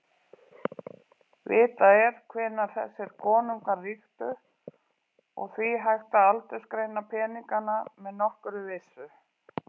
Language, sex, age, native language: Icelandic, female, 40-49, Icelandic